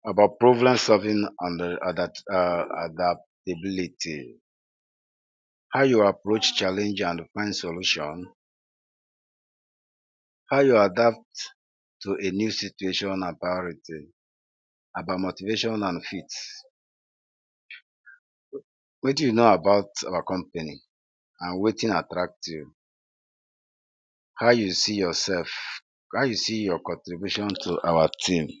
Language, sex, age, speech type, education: Nigerian Pidgin, male, 46-60, spontaneous, secondary